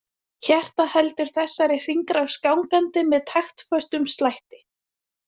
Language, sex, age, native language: Icelandic, female, 20-29, Icelandic